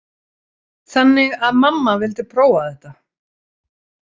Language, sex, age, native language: Icelandic, female, 30-39, Icelandic